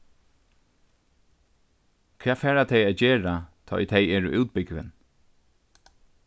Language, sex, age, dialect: Faroese, male, 36-60, Norðurstreymoy/Eysturoy